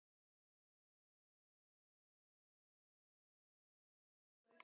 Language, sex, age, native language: Icelandic, male, 12, Icelandic